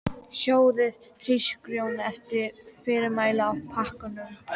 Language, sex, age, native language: Icelandic, female, 12, Icelandic